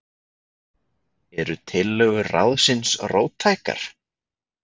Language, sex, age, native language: Icelandic, male, 20-29, Icelandic